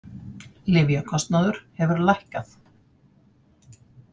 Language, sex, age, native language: Icelandic, female, 50-59, Icelandic